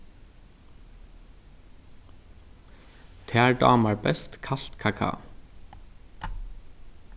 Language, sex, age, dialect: Faroese, male, 36-60, Norðurstreymoy/Eysturoy